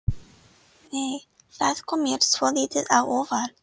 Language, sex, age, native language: Icelandic, female, 30-39, Icelandic